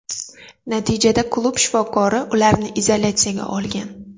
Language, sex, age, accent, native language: Uzbek, female, 18-24, Jizzax, Uzbek